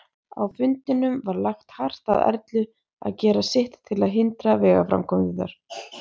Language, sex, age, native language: Icelandic, female, 30-39, Icelandic